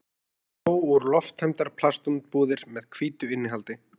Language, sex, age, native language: Icelandic, male, 20-29, Icelandic